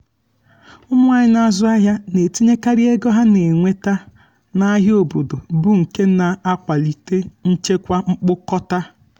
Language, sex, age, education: Igbo, male, 15-29, tertiary